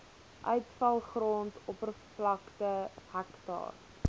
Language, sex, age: Afrikaans, female, 19